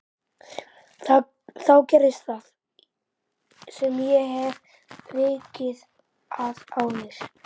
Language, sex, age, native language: Icelandic, male, 12, Icelandic